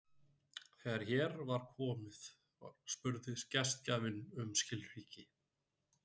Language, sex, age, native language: Icelandic, male, 40-49, Icelandic